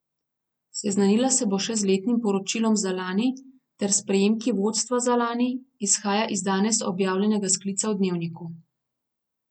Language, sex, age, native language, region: Slovenian, female, 30-49, Slovenian, Gorenjska region